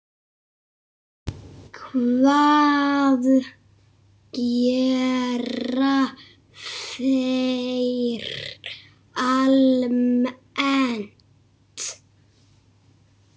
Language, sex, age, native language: Icelandic, male, 6, Icelandic